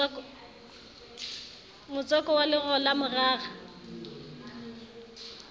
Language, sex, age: Southern Sotho, female, 35